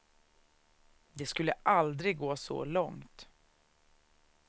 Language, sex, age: Swedish, female, 36